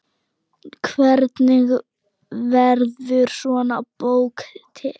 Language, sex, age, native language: Icelandic, female, 9, Icelandic